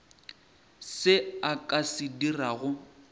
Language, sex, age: Northern Sotho, male, 23